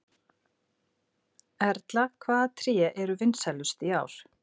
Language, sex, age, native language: Icelandic, female, 50-59, Icelandic